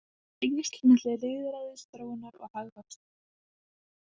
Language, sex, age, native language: Icelandic, female, 18-19, Icelandic